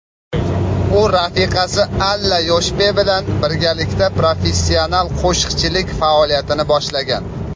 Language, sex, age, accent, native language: Uzbek, male, 25-34, Toshkent viloyati, Uzbek